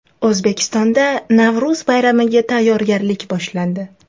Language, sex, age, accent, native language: Uzbek, female, 18-24, Toshkent shahri, Uzbek